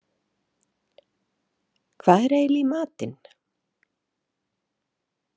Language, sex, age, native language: Icelandic, female, 50-59, Icelandic